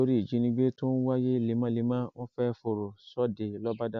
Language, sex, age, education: Yoruba, male, 46-60, tertiary